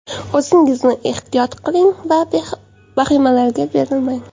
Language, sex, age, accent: Uzbek, female, 18-24, Qoraqalpog'iston